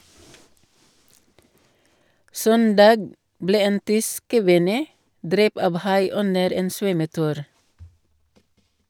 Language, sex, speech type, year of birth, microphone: Norwegian, female, read, 1962, Shure